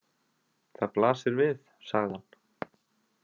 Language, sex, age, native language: Icelandic, male, 20-29, Icelandic